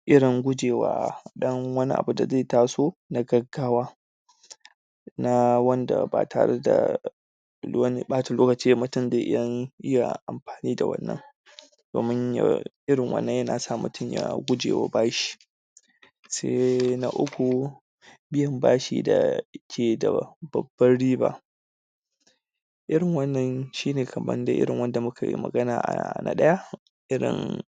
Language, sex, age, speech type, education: Hausa, male, 30-45, spontaneous, tertiary